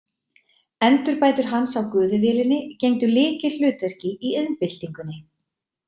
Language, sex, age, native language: Icelandic, female, 30-39, Icelandic